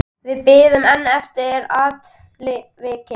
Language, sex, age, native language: Icelandic, male, 10, Icelandic